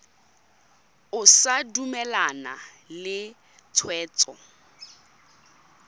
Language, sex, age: Tswana, female, 22